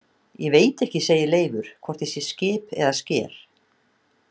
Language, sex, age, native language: Icelandic, female, 60-69, Icelandic